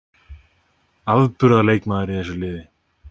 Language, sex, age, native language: Icelandic, male, 30-39, Icelandic